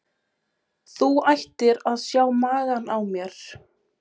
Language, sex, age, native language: Icelandic, female, 20-29, Polish